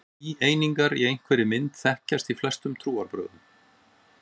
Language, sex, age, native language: Icelandic, male, 40-49, Icelandic